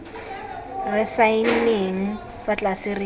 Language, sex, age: Tswana, female, 19